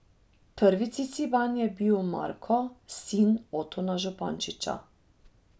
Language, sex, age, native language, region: Slovenian, female, 30-49, Slovenian, Drava region